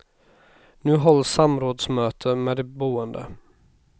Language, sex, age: Swedish, male, 26